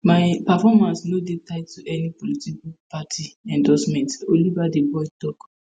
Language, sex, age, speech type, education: Nigerian Pidgin, female, 15-29, spontaneous, tertiary